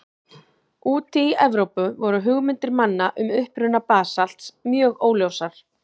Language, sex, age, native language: Icelandic, female, 40-49, Icelandic